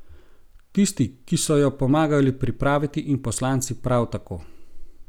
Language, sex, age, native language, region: Slovenian, male, 30-49, Slovenian, Gorenjska region